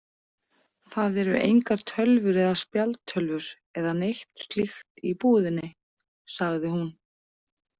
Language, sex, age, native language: Icelandic, female, 40-49, Icelandic